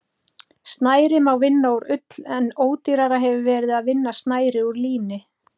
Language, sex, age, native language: Icelandic, female, 30-39, Icelandic